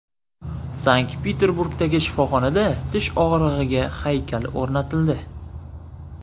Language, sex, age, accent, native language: Uzbek, male, 18-24, Sirdaryo, Uzbek